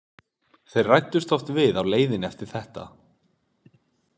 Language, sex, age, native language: Icelandic, male, 20-29, Icelandic